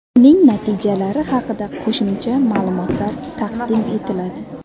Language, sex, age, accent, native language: Uzbek, female, under 19, Sirdaryo, Uzbek